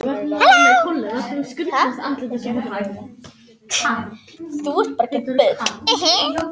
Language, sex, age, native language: Icelandic, female, 18-19, Danish